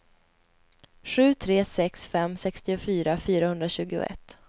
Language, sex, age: Swedish, female, 20